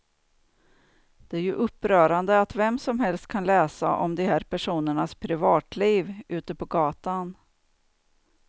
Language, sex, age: Swedish, female, 49